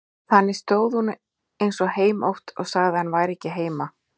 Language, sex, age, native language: Icelandic, female, 40-49, Icelandic